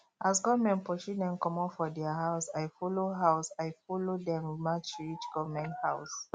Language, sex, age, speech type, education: Nigerian Pidgin, male, 30-45, spontaneous, tertiary